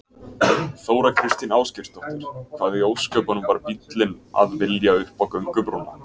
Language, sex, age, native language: Icelandic, male, 20-29, Icelandic